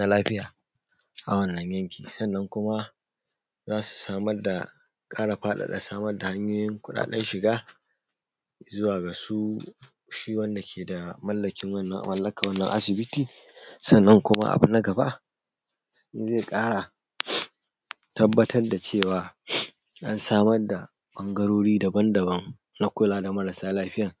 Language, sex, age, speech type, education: Hausa, male, 30-45, spontaneous, secondary